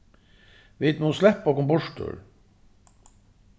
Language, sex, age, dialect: Faroese, male, 36-60, Suðuroy